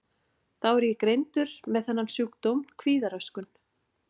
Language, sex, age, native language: Icelandic, female, 40-49, Icelandic